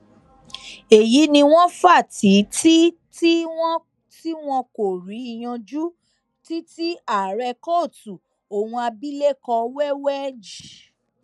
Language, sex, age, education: Yoruba, female, 15-29, tertiary